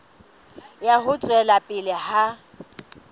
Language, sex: Southern Sotho, female